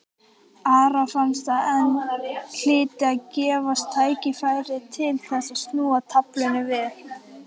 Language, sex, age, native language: Icelandic, female, 18-19, Icelandic